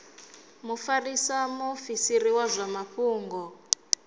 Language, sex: Venda, female